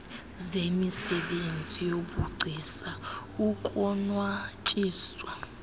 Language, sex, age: Xhosa, female, 20